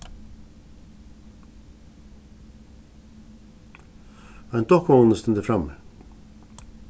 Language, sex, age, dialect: Faroese, male, 36-60, Suðuroy